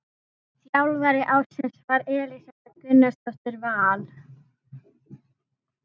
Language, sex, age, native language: Icelandic, male, 30-39, Icelandic